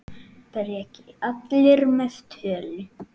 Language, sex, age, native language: Icelandic, male, 8, Icelandic